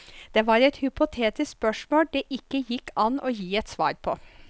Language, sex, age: Norwegian, female, 54